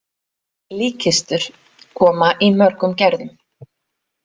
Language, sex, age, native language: Icelandic, female, 40-49, Icelandic